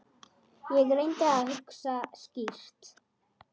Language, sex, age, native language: Icelandic, female, 10, Icelandic